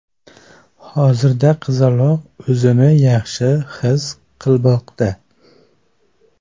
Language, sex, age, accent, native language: Uzbek, male, 25-34, Farg'ona, Uzbek